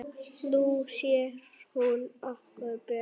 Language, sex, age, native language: Icelandic, male, 9, Icelandic